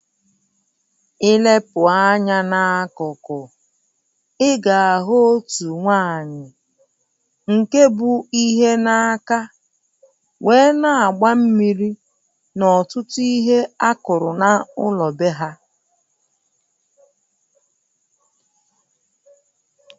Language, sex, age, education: Igbo, female, 30-45, primary